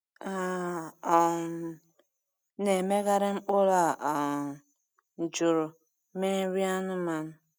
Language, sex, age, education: Igbo, female, 30-45, tertiary